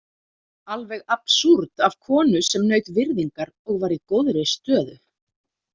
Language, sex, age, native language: Icelandic, female, 30-39, Icelandic